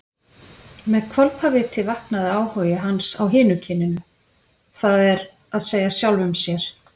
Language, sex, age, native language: Icelandic, female, 50-59, Icelandic